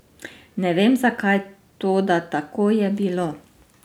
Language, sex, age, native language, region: Slovenian, female, 30-49, Slovenian, Drava region